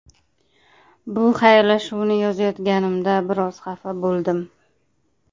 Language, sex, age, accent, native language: Uzbek, female, 30-39, Qashqadaryo, Uzbek